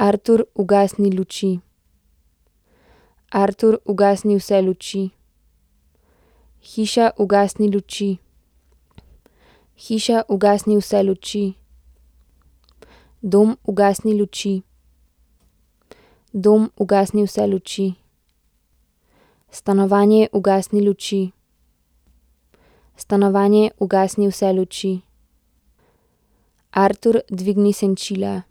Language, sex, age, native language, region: Slovenian, female, 18-29, Slovenian, Central Slovenia